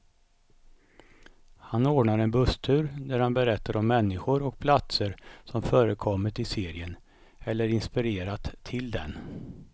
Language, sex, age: Swedish, male, 55